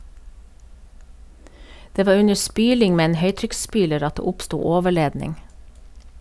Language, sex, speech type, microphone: Norwegian, female, read, Sennheiser